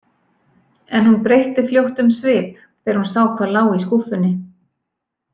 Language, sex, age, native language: Icelandic, female, 40-49, Icelandic